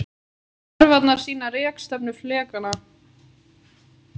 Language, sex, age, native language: Icelandic, female, 18-19, Icelandic